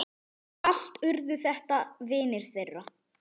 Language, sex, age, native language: Icelandic, male, 8, Icelandic